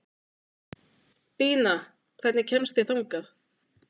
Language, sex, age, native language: Icelandic, female, 20-29, Icelandic